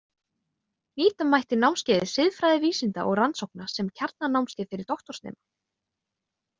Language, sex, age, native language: Icelandic, female, 20-29, Icelandic